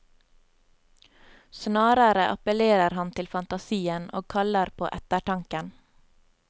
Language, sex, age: Norwegian, female, 27